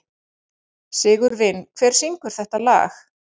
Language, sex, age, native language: Icelandic, female, 40-49, Icelandic